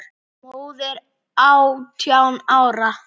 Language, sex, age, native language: Icelandic, female, 8, Icelandic